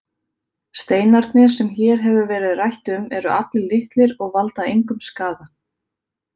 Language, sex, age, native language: Icelandic, female, 30-39, Icelandic